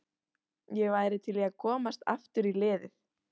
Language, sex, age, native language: Icelandic, female, 18-19, Icelandic